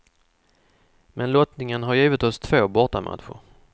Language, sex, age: Swedish, male, 44